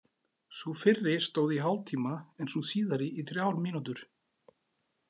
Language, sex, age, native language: Icelandic, male, 40-49, Icelandic